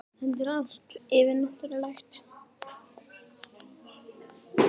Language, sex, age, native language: Icelandic, female, 18-19, Icelandic